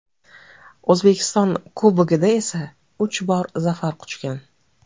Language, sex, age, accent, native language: Uzbek, female, 35+, Toshkent viloyati, Uzbek